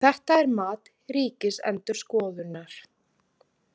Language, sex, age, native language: Icelandic, female, 30-39, Icelandic